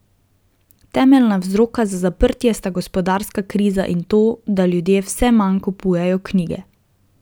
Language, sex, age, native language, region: Slovenian, female, 18-29, Slovenian, Drava region